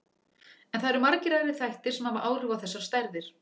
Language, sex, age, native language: Icelandic, female, 40-49, Icelandic